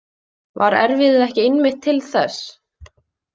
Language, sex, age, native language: Icelandic, female, 20-29, Icelandic